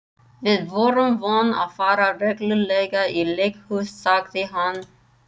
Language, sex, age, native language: Icelandic, female, 30-39, English